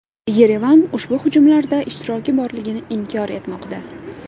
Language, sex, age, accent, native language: Uzbek, female, 18-24, Andijon, Uzbek